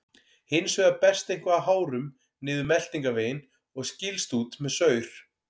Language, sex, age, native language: Icelandic, male, 40-49, Icelandic